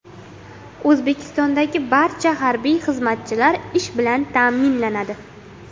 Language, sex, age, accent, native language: Uzbek, female, under 19, Qashqadaryo, Uzbek